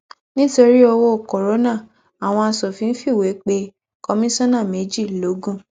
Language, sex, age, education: Yoruba, female, 15-29, tertiary